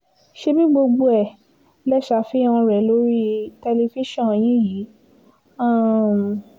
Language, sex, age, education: Yoruba, female, 15-29, tertiary